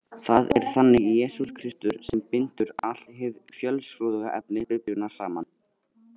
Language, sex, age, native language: Icelandic, male, 80-89, Icelandic